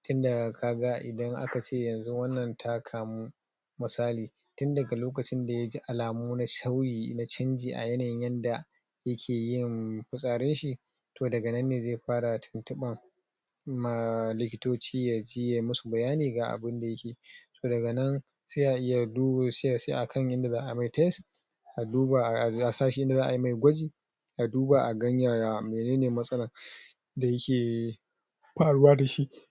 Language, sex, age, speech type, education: Hausa, male, 30-45, spontaneous, tertiary